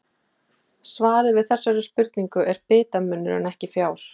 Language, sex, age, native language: Icelandic, female, 30-39, Icelandic